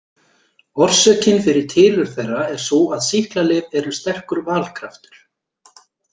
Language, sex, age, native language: Icelandic, male, 40-49, Icelandic